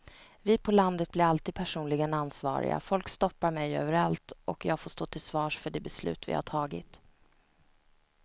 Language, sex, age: Swedish, female, 29